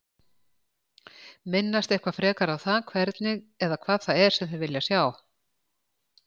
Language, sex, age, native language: Icelandic, female, 60-69, Icelandic